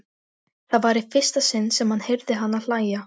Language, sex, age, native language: Icelandic, female, 13, Icelandic